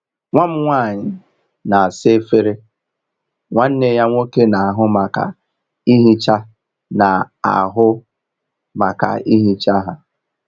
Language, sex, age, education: Igbo, male, 15-29, tertiary